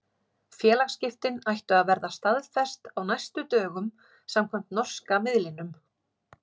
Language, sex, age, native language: Icelandic, female, 40-49, Icelandic